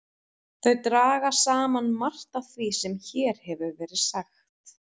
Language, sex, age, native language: Icelandic, female, 30-39, Icelandic